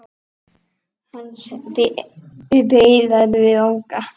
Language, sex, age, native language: Icelandic, male, 9, Icelandic